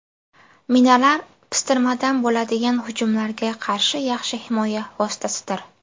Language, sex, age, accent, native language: Uzbek, female, 19-29, Buxoro, Uzbek